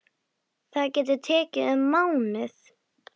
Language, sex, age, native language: Icelandic, female, 10, Icelandic